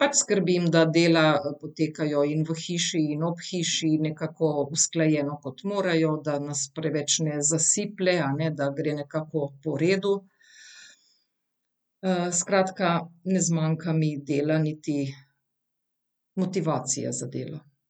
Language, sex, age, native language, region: Slovenian, female, 50-59, Slovenian, Central Slovenia